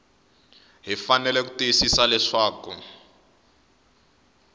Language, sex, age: Tsonga, male, 21